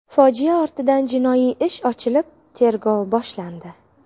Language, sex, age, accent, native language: Uzbek, female, 18-24, Qashqadaryo, Uzbek